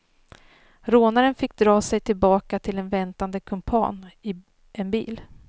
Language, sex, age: Swedish, female, 39